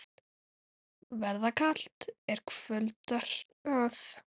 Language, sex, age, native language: Icelandic, female, 9, Icelandic